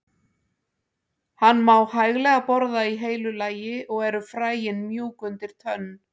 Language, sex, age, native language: Icelandic, female, 60-69, Icelandic